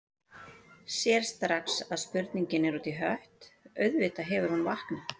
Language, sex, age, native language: Icelandic, female, 40-49, Icelandic